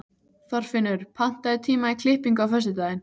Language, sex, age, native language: Icelandic, female, 14, Icelandic